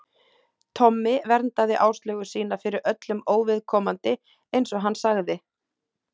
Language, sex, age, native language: Icelandic, female, 30-39, Icelandic